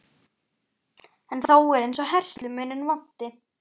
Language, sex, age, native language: Icelandic, female, 11, Icelandic